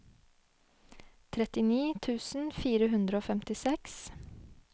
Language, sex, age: Norwegian, female, 25